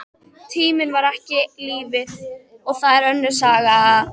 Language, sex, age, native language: Icelandic, female, 13, Icelandic